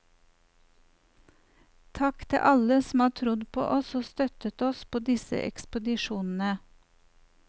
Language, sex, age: Norwegian, female, 54